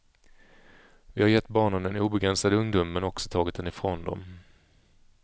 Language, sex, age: Swedish, male, 35